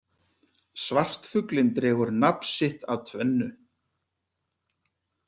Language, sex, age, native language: Icelandic, male, 50-59, Icelandic